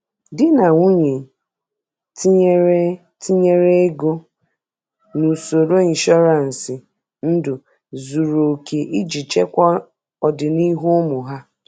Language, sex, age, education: Igbo, female, 30-45, tertiary